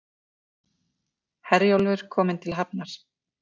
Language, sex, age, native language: Icelandic, female, 50-59, Icelandic